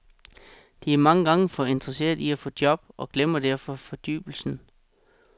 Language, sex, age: Danish, male, 36